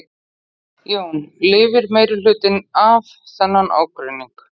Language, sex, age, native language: Icelandic, female, 40-49, Icelandic